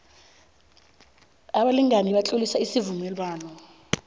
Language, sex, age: South Ndebele, female, 22